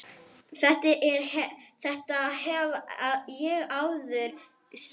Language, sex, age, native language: Icelandic, female, 10, Arabic